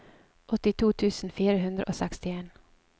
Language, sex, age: Norwegian, female, 27